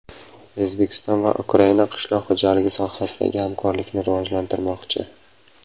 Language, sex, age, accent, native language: Uzbek, male, 25-34, Samarqand, Uzbek